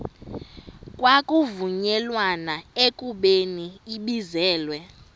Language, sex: Xhosa, female